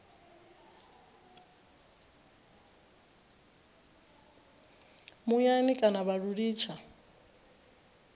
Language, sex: Venda, female